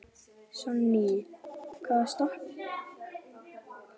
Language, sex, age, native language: Icelandic, female, 12, Icelandic